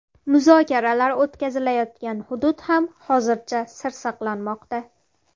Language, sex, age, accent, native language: Uzbek, female, 18-24, Farg'ona, Uzbek